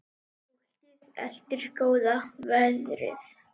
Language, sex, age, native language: Icelandic, male, 10, Icelandic